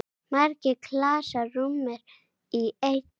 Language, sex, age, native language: Icelandic, male, 9, Icelandic